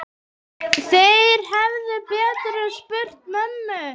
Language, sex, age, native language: Icelandic, male, 8, Icelandic